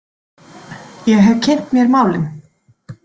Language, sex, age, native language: Icelandic, female, 40-49, Icelandic